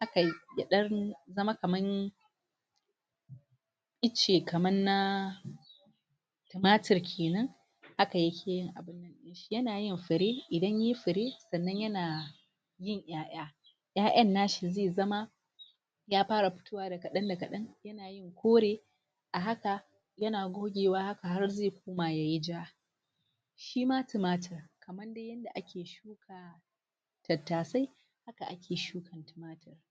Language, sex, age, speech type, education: Hausa, female, 46-60, spontaneous, tertiary